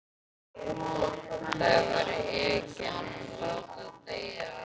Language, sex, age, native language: Icelandic, male, 11, Icelandic